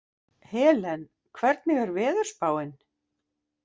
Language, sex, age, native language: Icelandic, female, 50-59, Icelandic